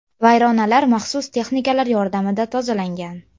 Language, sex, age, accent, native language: Uzbek, female, under 19, Namangan, Uzbek